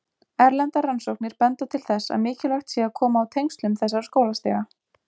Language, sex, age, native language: Icelandic, female, 20-29, Icelandic